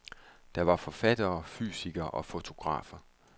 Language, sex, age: Danish, male, 31